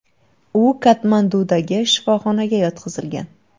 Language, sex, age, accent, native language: Uzbek, female, 18-24, Buxoro, Uzbek